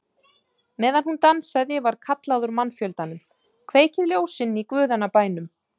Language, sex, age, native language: Icelandic, female, 30-39, Icelandic